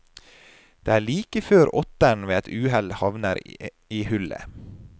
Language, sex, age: Norwegian, male, 30